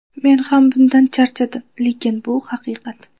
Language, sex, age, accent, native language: Uzbek, female, 18-24, Qashqadaryo, Uzbek